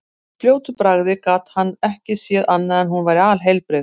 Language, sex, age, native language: Icelandic, female, 50-59, Icelandic